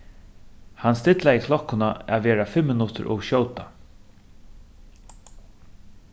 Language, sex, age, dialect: Faroese, male, 36-60, Suðurstreymoy